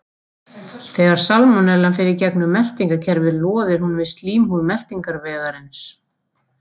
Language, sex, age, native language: Icelandic, female, 40-49, Icelandic